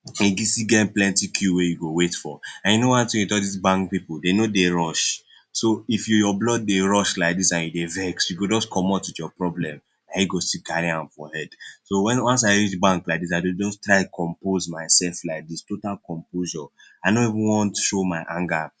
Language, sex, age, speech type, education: Nigerian Pidgin, male, 15-29, spontaneous, secondary